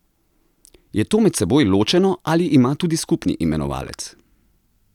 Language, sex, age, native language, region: Slovenian, male, 30-49, Slovenian, Central Slovenia